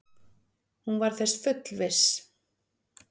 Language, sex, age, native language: Icelandic, female, 40-49, Icelandic